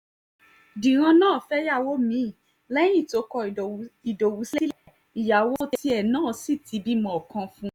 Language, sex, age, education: Yoruba, female, 15-29, tertiary